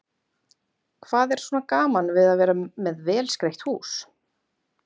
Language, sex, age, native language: Icelandic, female, 30-39, Icelandic